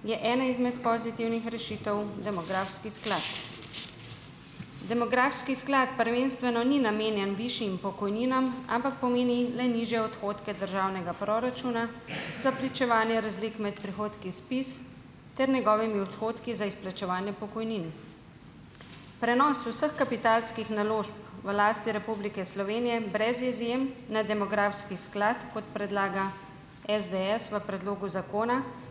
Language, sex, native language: Slovenian, female, Slovenian